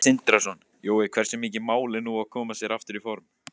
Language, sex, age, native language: Icelandic, male, 18-19, Icelandic